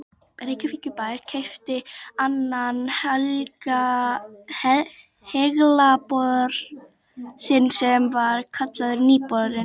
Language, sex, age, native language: Icelandic, female, 12, Icelandic